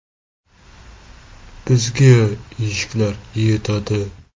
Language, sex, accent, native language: Uzbek, male, Toshkent shahri, Uzbek